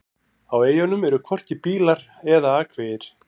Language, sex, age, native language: Icelandic, male, 40-49, Icelandic